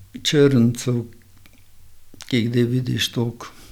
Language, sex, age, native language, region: Slovenian, male, 60+, Slovenian, Gorenjska region